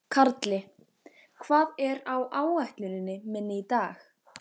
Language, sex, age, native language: Icelandic, female, 14, Icelandic